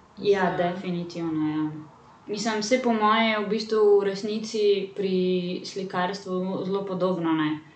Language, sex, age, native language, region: Slovenian, female, 18-29, Slovenian, Central Slovenia